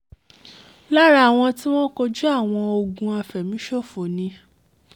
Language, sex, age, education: Yoruba, female, 15-29, tertiary